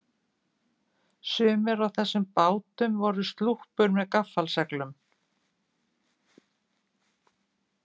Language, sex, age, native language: Icelandic, female, 50-59, Icelandic